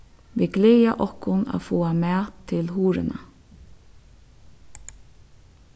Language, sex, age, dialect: Faroese, female, 36-60, Suðurstreymoy